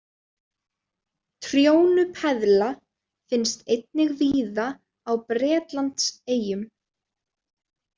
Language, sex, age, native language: Icelandic, female, 20-29, Icelandic